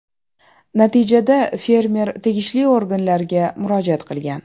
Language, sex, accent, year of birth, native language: Uzbek, female, Toshkent shahri, 1994, Uzbek